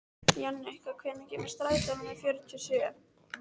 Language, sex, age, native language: Icelandic, female, 13, Icelandic